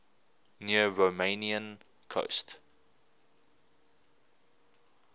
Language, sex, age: English, male, 24